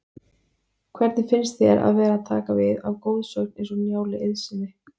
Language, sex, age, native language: Icelandic, female, 20-29, Icelandic